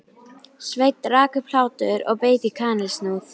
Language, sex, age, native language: Icelandic, female, 12, Icelandic